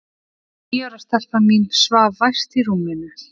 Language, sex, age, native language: Icelandic, female, 11, Icelandic